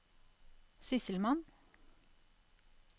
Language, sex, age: Norwegian, female, 46